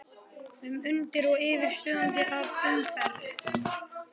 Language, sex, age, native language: Icelandic, male, 11, Icelandic